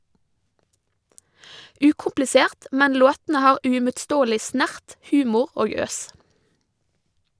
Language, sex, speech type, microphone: Norwegian, female, read, Shure